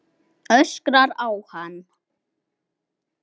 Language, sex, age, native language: Icelandic, male, 8, Icelandic